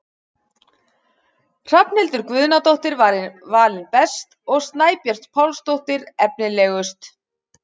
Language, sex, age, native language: Icelandic, female, 40-49, Icelandic